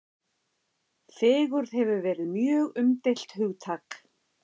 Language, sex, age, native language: Icelandic, female, 50-59, Icelandic